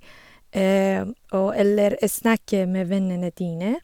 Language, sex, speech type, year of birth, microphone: Norwegian, female, spontaneous, 1985, Sennheiser